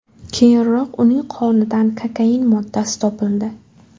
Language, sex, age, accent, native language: Uzbek, female, 18-24, Buxoro, Uzbek